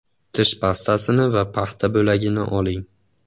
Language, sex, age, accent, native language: Uzbek, male, 18-24, Andijon, Uzbek